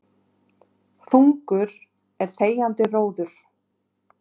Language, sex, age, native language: Icelandic, female, 30-39, Icelandic